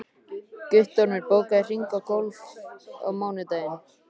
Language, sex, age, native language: Icelandic, male, 13, Icelandic